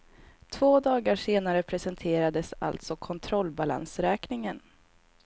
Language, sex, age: Swedish, female, 22